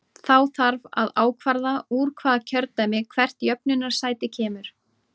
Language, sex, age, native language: Icelandic, female, 30-39, Icelandic